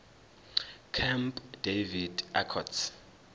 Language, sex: Zulu, male